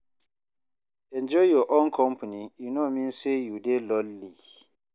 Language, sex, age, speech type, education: Nigerian Pidgin, male, 30-45, read, tertiary